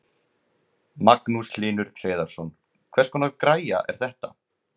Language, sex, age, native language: Icelandic, male, 20-29, Icelandic